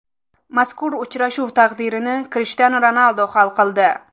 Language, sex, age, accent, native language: Uzbek, female, 18-24, Samarqand, Uzbek